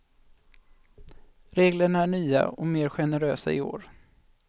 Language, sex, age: Swedish, male, 25